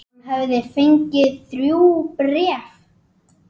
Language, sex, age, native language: Icelandic, male, 10, Icelandic